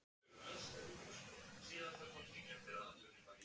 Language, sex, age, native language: Icelandic, male, 50-59, Icelandic